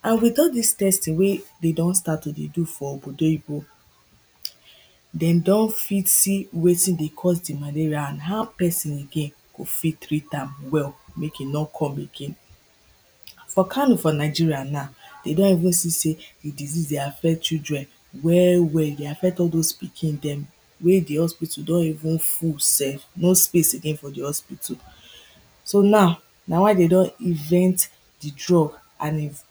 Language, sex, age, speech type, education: Nigerian Pidgin, female, 15-29, spontaneous, primary